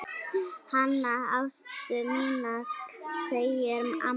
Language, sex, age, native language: Icelandic, female, 9, Icelandic